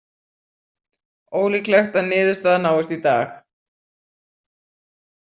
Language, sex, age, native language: Icelandic, female, 40-49, Icelandic